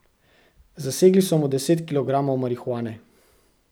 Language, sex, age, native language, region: Slovenian, male, 18-29, Slovenian, Central Slovenia